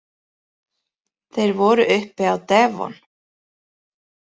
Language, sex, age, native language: Icelandic, female, 30-39, Icelandic